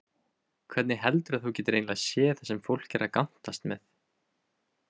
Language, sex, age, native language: Icelandic, male, 20-29, Icelandic